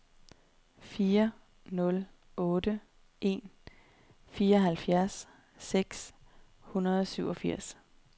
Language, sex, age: Danish, female, 30